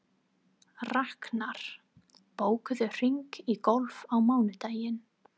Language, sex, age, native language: Icelandic, female, 30-39, English